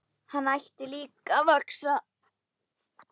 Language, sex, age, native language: Icelandic, female, 10, Icelandic